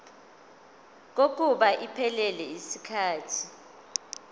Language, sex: Zulu, female